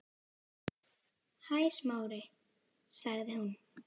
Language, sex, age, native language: Icelandic, female, 10, Icelandic